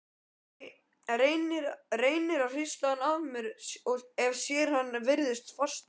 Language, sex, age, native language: Icelandic, male, 12, Icelandic